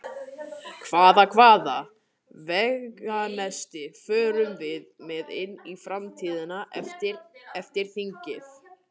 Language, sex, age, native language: Icelandic, male, 18-19, Icelandic